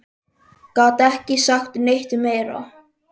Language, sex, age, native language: Icelandic, male, 10, Icelandic